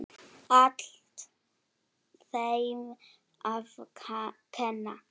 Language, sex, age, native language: Icelandic, female, 7, Icelandic